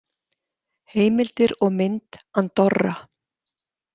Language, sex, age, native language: Icelandic, female, 60-69, Icelandic